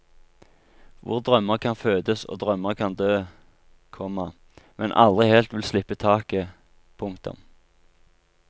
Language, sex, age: Norwegian, male, 23